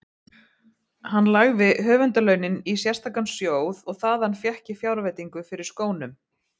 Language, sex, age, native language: Icelandic, female, 50-59, Icelandic